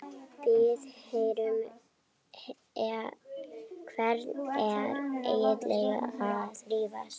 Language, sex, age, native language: Icelandic, female, 12, Icelandic